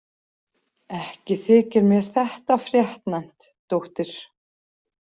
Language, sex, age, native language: Icelandic, female, 40-49, Icelandic